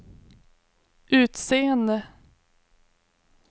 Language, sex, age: Swedish, female, 21